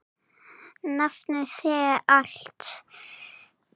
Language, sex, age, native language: Icelandic, female, 9, Serbo-Croatian